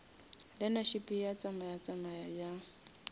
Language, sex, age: Northern Sotho, female, 27